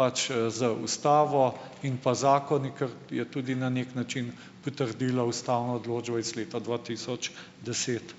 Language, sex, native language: Slovenian, male, Slovenian